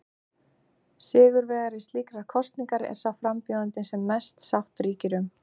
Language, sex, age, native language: Icelandic, female, 30-39, Icelandic